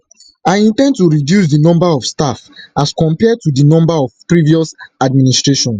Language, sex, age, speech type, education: Nigerian Pidgin, male, 15-29, spontaneous, tertiary